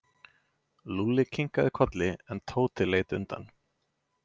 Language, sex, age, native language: Icelandic, male, 20-29, Icelandic